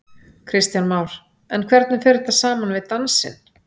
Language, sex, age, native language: Icelandic, female, 40-49, Icelandic